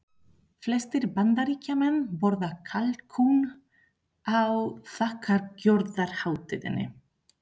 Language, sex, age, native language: Icelandic, female, 30-39, Spanish